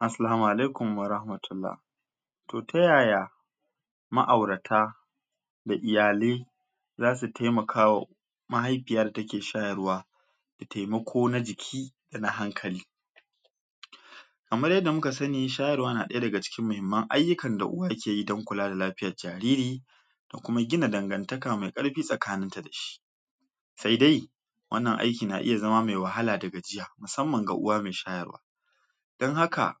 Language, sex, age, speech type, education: Hausa, male, 46-60, spontaneous, tertiary